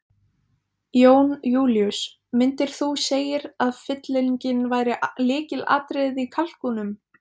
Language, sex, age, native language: Icelandic, female, 20-29, Icelandic